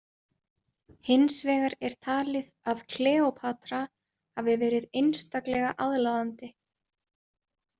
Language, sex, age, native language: Icelandic, female, 20-29, Icelandic